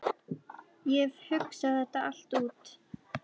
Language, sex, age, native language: Icelandic, female, 11, Icelandic